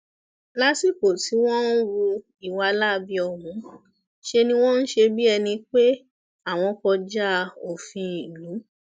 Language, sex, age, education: Yoruba, female, 15-29, tertiary